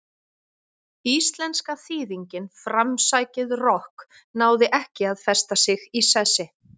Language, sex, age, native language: Icelandic, female, 40-49, Icelandic